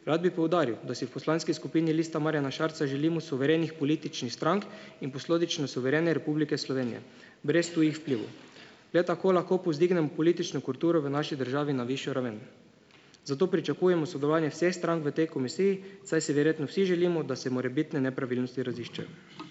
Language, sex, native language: Slovenian, male, Slovenian